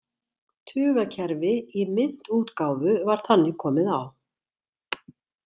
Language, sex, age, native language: Icelandic, female, 60-69, Icelandic